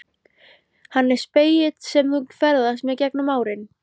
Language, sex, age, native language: Icelandic, female, 13, Icelandic